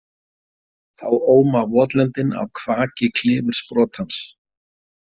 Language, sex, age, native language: Icelandic, male, 50-59, Icelandic